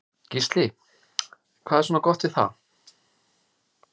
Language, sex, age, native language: Icelandic, male, 40-49, Icelandic